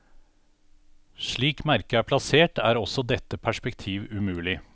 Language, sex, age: Norwegian, male, 49